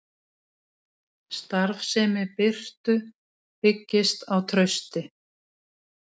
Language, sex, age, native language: Icelandic, female, 60-69, Icelandic